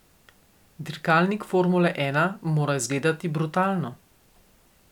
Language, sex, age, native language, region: Slovenian, female, 50-59, Slovenian, Coastal Karst region